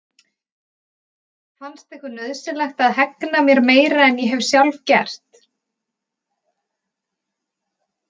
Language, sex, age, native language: Icelandic, female, 30-39, Icelandic